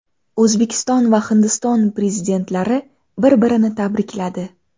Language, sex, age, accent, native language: Uzbek, female, 19-29, Navoiy, Uzbek